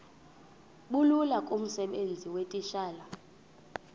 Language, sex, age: Xhosa, female, 26